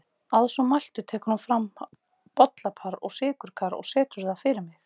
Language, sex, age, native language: Icelandic, female, 30-39, Icelandic